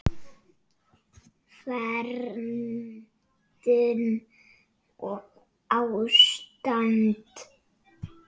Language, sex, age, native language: Icelandic, male, 6, Icelandic